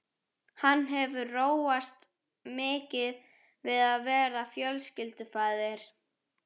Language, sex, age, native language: Icelandic, female, 11, Icelandic